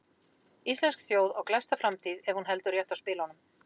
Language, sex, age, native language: Icelandic, female, 40-49, Icelandic